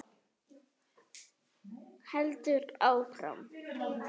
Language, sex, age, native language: Icelandic, female, 7, Icelandic